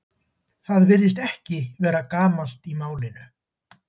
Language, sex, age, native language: Icelandic, male, 70-79, Icelandic